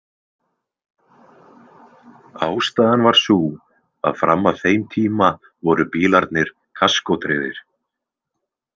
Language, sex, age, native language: Icelandic, male, 20-29, Icelandic